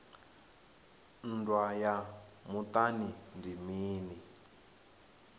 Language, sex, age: Venda, male, 21